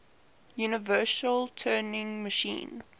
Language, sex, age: English, female, 18